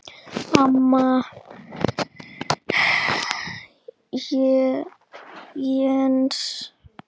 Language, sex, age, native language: Icelandic, female, 8, Icelandic